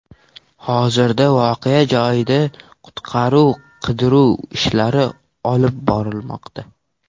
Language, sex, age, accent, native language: Uzbek, male, under 19, Toshkent shahri, Uzbek